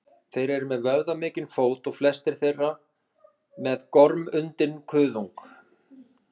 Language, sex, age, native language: Icelandic, male, 30-39, Icelandic